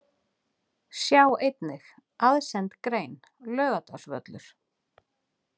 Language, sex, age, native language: Icelandic, female, 40-49, Icelandic